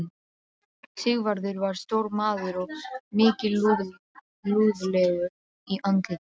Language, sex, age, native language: Icelandic, female, 12, Serbo-Croatian